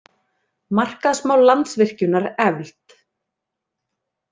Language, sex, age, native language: Icelandic, female, 30-39, Icelandic